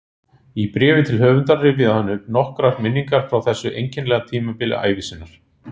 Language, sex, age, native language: Icelandic, male, 40-49, Icelandic